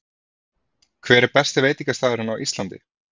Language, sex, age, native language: Icelandic, male, 30-39, Icelandic